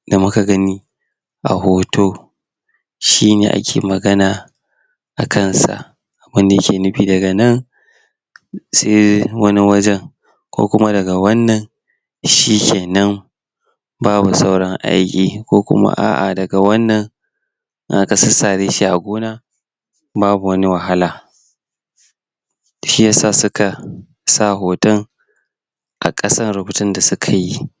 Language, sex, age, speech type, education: Hausa, male, 15-29, spontaneous, tertiary